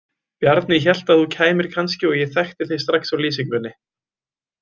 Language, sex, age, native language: Icelandic, male, 20-29, Icelandic